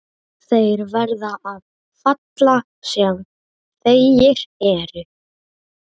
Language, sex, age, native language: Icelandic, female, 30-39, Icelandic